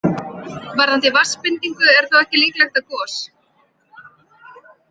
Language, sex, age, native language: Icelandic, male, 20-29, Icelandic